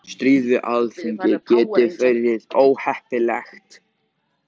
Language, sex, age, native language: Icelandic, male, 14, Icelandic